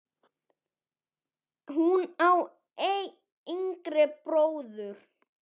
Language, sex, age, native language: Icelandic, male, 10, Icelandic